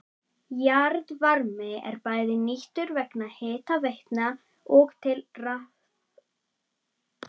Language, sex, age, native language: Icelandic, female, 30-39, Icelandic